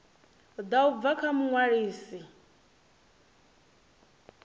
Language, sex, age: Venda, female, 24